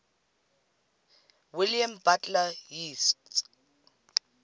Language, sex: English, female